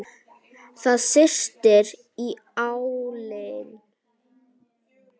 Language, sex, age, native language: Icelandic, female, 10, Icelandic